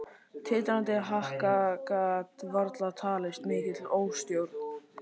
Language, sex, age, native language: Icelandic, male, 13, Icelandic